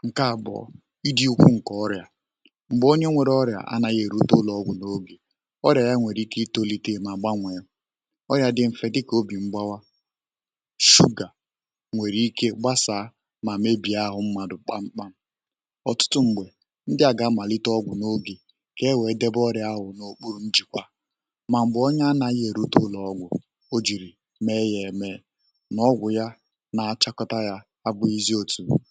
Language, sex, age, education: Igbo, male, 15-29, tertiary